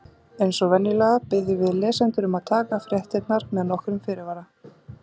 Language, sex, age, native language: Icelandic, female, 30-39, Icelandic